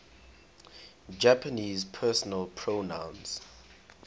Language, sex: English, male